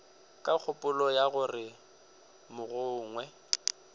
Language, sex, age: Northern Sotho, male, 22